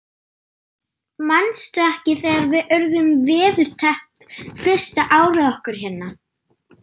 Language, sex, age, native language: Icelandic, female, 9, German